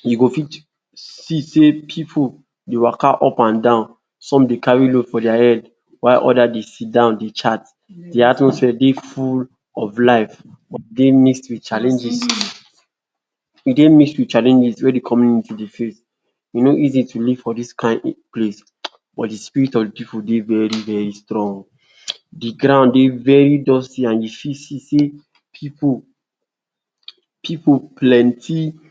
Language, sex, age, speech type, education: Nigerian Pidgin, male, 46-60, spontaneous, tertiary